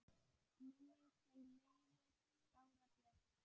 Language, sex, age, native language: Icelandic, female, 10, Icelandic